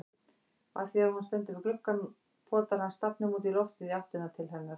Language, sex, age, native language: Icelandic, female, 60-69, Icelandic